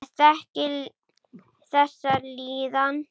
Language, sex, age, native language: Icelandic, male, 9, Icelandic